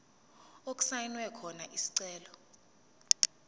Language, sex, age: Zulu, female, 20